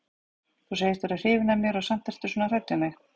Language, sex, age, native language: Icelandic, female, 40-49, Icelandic